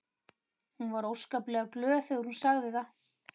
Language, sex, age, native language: Icelandic, female, 30-39, Icelandic